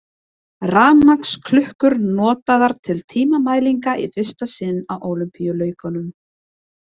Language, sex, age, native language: Icelandic, female, 20-29, Icelandic